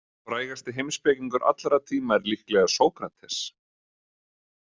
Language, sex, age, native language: Icelandic, male, 30-39, Icelandic